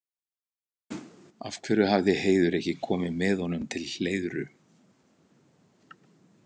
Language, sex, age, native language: Icelandic, male, 60-69, Icelandic